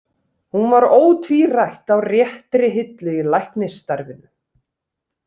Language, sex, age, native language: Icelandic, female, 30-39, Icelandic